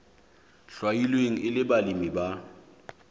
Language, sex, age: Southern Sotho, male, 26